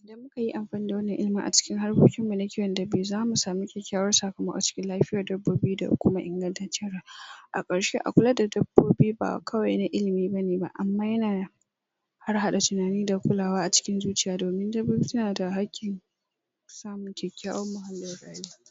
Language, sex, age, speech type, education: Hausa, female, 46-60, spontaneous, secondary